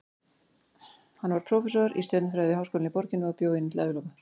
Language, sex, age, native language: Icelandic, female, 40-49, Icelandic